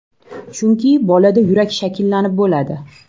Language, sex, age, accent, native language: Uzbek, female, 18-24, Toshkent shahri, Uzbek